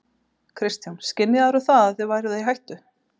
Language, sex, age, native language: Icelandic, female, 30-39, Icelandic